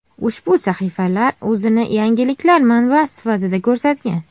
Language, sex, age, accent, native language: Uzbek, female, 19-29, Farg'ona, Uzbek